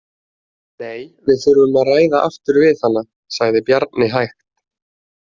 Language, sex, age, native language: Icelandic, male, 20-29, Icelandic